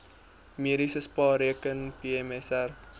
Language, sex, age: Afrikaans, male, 23